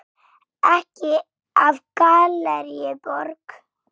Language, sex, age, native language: Icelandic, female, 6, Icelandic